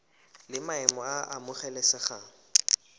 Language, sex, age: Tswana, male, 19